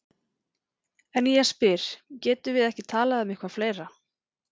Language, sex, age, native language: Icelandic, female, 40-49, Icelandic